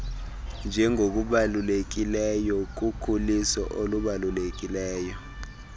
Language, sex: Xhosa, male